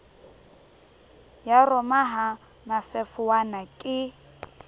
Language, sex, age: Southern Sotho, female, 22